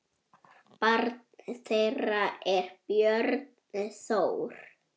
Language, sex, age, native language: Icelandic, male, 6, Icelandic